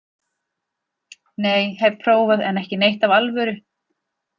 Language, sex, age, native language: Icelandic, female, 40-49, Icelandic